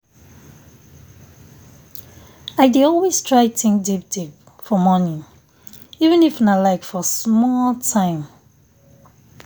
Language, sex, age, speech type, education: Nigerian Pidgin, female, 30-45, spontaneous, tertiary